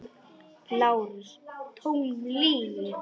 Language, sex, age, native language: Icelandic, male, 10, Polish